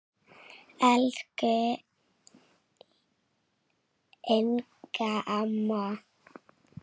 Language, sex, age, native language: Icelandic, female, 6, Icelandic